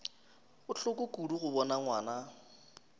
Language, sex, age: Northern Sotho, male, 23